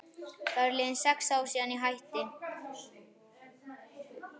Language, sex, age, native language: Icelandic, male, 11, Icelandic